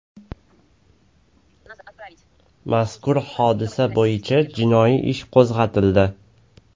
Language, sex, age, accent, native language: Uzbek, male, 18-24, Toshkent shahri, Uzbek